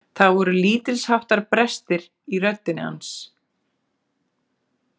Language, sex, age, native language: Icelandic, female, 40-49, Icelandic